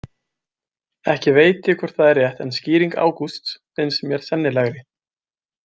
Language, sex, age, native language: Icelandic, male, 20-29, Icelandic